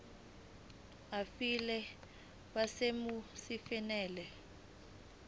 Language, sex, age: Zulu, female, 19